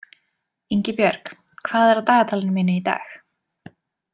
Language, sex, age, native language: Icelandic, female, 20-29, Icelandic